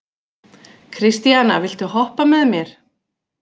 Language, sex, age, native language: Icelandic, female, 40-49, Icelandic